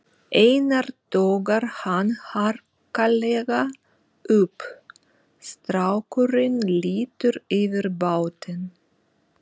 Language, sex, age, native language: Icelandic, female, 40-49, Russian